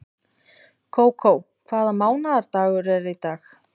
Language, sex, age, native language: Icelandic, female, 20-29, Icelandic